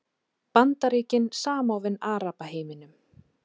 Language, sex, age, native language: Icelandic, female, 30-39, Icelandic